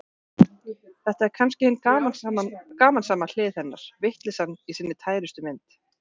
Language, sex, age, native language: Icelandic, female, 40-49, Icelandic